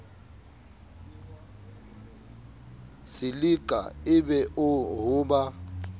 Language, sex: Southern Sotho, male